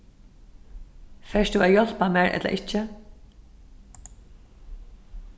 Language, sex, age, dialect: Faroese, female, 15-35, Suðurstreymoy